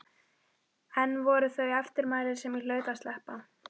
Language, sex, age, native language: Icelandic, female, 12, Icelandic